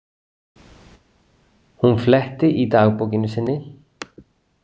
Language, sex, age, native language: Icelandic, male, 40-49, Icelandic